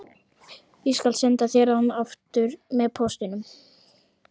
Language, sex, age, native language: Icelandic, female, 30-39, Icelandic